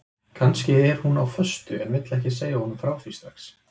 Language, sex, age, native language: Icelandic, male, 20-29, Icelandic